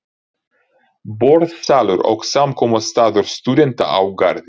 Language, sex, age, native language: Icelandic, male, 30-39, Ukrainian